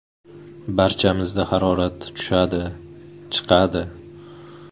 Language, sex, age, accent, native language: Uzbek, male, 19-29, Samarqand, Uzbek